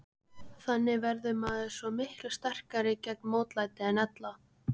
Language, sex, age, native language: Icelandic, female, 15, Icelandic